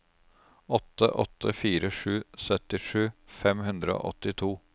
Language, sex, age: Norwegian, male, 36